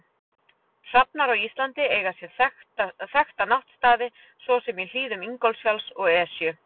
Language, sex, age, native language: Icelandic, female, 40-49, Icelandic